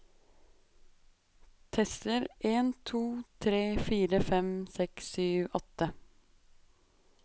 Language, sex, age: Norwegian, female, 23